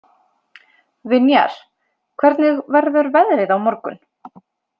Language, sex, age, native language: Icelandic, female, 30-39, Icelandic